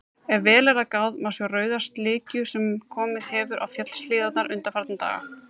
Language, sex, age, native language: Icelandic, female, 30-39, Icelandic